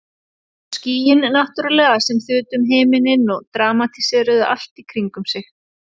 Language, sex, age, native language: Icelandic, female, 30-39, Icelandic